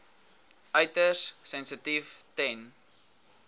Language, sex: Afrikaans, male